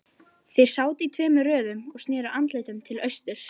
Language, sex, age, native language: Icelandic, female, 11, Icelandic